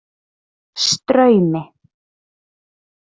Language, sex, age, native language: Icelandic, female, 30-39, Icelandic